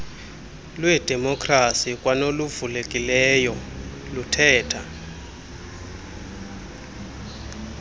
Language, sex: Xhosa, male